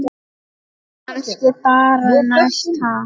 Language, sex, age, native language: Icelandic, female, 9, Icelandic